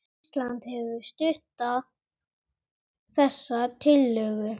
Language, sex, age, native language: Icelandic, female, 30-39, Icelandic